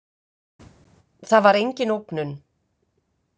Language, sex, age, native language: Icelandic, female, 50-59, Icelandic